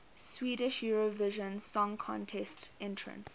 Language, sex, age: English, female, 21